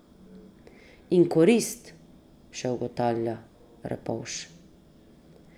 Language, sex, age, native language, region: Slovenian, female, 30-49, Slovenian, Drava region